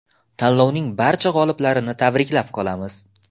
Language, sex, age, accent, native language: Uzbek, male, 18-24, Xorazm, Uzbek